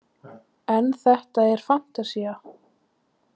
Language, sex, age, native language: Icelandic, female, 20-29, Icelandic